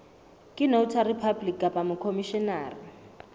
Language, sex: Southern Sotho, female